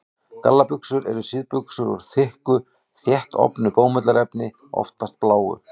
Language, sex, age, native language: Icelandic, male, 18-19, Icelandic